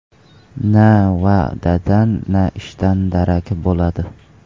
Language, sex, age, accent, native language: Uzbek, male, 18-24, Farg'ona, Uzbek